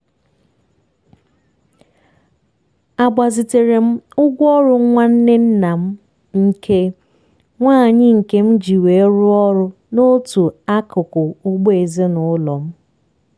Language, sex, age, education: Igbo, female, 15-29, tertiary